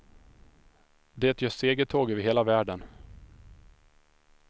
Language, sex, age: Swedish, male, 25